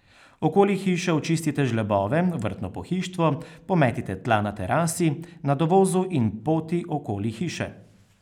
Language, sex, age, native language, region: Slovenian, male, 30-49, Slovenian, Carinthia region